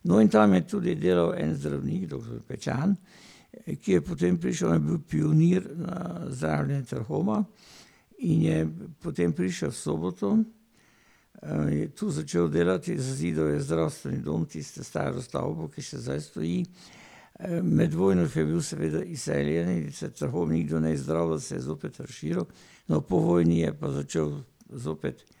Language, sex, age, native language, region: Slovenian, male, 60+, Slovenian, Pomurje region